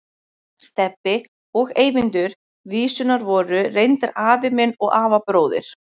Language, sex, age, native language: Icelandic, female, 20-29, Icelandic